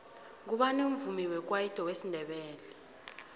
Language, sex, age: South Ndebele, female, 18